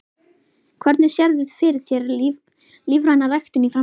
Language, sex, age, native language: Icelandic, female, 11, Icelandic